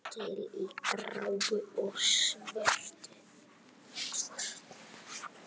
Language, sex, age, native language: Icelandic, male, 10, Icelandic